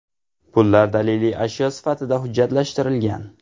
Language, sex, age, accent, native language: Uzbek, male, 18-24, Navoiy, Uzbek